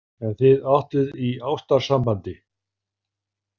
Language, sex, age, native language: Icelandic, male, 50-59, Icelandic